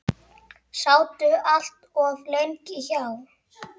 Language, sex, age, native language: Icelandic, male, 8, Icelandic